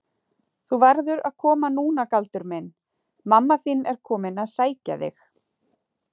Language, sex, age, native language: Icelandic, female, 40-49, Icelandic